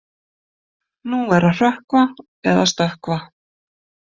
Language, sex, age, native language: Icelandic, female, 50-59, Icelandic